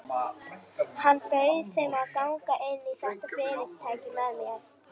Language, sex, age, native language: Icelandic, female, 60-69, Icelandic